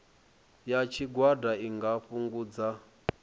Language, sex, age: Venda, male, 23